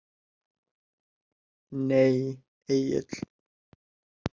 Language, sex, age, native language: Icelandic, male, 18-19, Icelandic